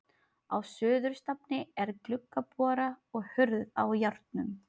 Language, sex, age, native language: Icelandic, female, 30-39, Filipino